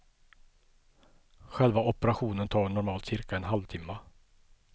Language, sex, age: Swedish, male, 50